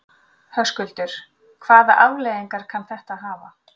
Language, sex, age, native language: Icelandic, female, 40-49, Icelandic